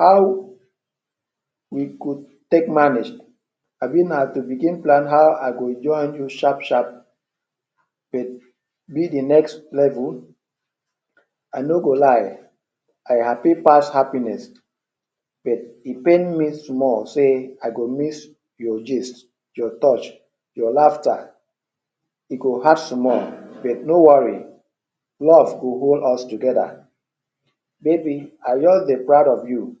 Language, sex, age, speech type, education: Nigerian Pidgin, male, 30-45, spontaneous, tertiary